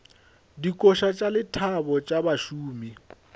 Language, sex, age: Northern Sotho, male, 21